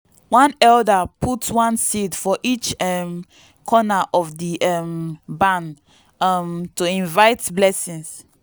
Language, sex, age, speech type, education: Nigerian Pidgin, female, 15-29, spontaneous, tertiary